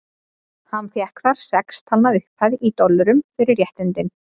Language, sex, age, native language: Icelandic, female, 30-39, Icelandic